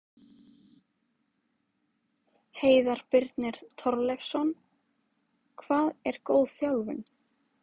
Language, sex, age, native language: Icelandic, female, 20-29, Icelandic